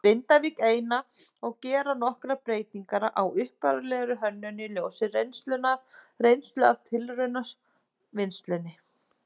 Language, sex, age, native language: Icelandic, female, 30-39, Icelandic